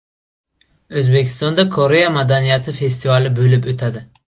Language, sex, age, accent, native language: Uzbek, male, 18-24, Buxoro, Uzbek